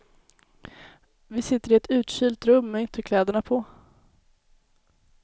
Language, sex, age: Swedish, female, 19